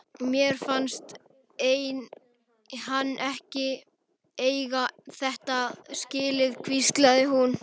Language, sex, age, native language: Icelandic, male, 11, Icelandic